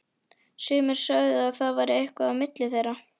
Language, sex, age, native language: Icelandic, female, 11, Icelandic